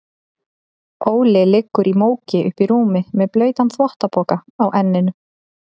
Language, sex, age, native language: Icelandic, female, 30-39, Icelandic